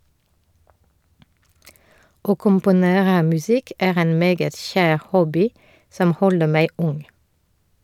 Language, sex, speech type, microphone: Norwegian, female, read, Shure